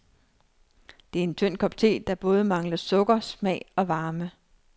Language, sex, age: Danish, female, 39